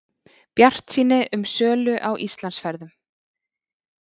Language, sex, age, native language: Icelandic, female, 30-39, Icelandic